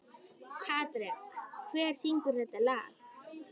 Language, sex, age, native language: Icelandic, female, 12, Icelandic